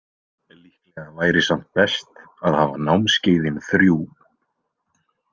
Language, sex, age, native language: Icelandic, male, 20-29, Icelandic